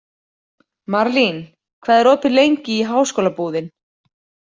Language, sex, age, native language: Icelandic, female, 40-49, Icelandic